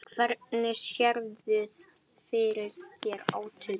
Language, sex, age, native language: Icelandic, female, 10, Icelandic